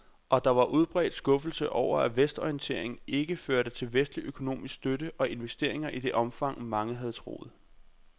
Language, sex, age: Danish, male, 26